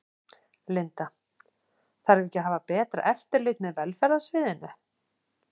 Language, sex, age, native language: Icelandic, female, 40-49, Icelandic